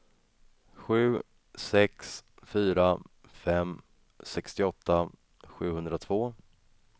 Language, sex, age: Swedish, male, 26